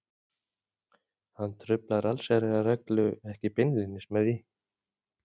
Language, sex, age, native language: Icelandic, male, 40-49, Icelandic